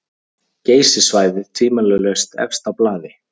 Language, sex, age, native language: Icelandic, male, 30-39, Icelandic